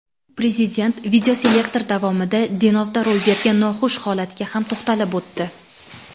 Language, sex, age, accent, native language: Uzbek, female, 19-29, Navoiy, Uzbek